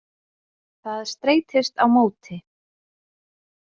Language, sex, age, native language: Icelandic, female, 20-29, Icelandic